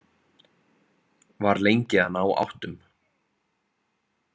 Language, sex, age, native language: Icelandic, male, 30-39, Icelandic